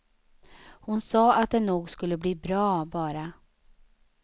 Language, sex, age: Swedish, female, 35